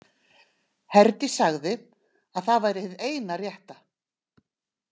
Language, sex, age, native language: Icelandic, female, 60-69, Icelandic